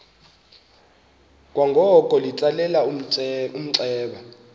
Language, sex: Xhosa, male